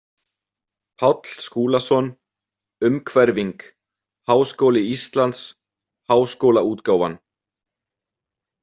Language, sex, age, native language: Icelandic, male, 20-29, Icelandic